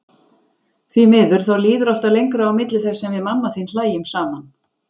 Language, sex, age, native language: Icelandic, female, 40-49, Icelandic